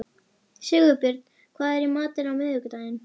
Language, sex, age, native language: Icelandic, female, 11, Icelandic